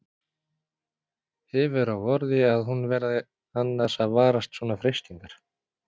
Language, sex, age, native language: Icelandic, male, 40-49, Icelandic